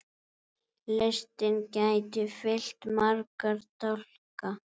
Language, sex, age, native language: Icelandic, female, 7, Icelandic